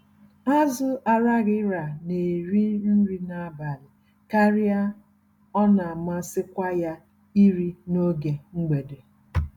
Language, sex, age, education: Igbo, female, 46-60, tertiary